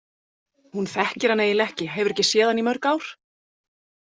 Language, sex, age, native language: Icelandic, female, 40-49, Icelandic